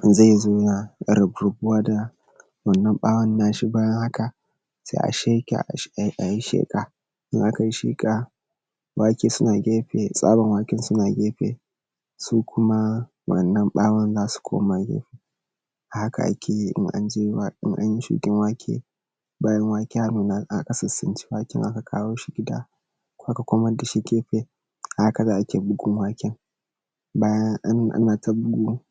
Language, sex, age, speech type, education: Hausa, male, 15-29, spontaneous, secondary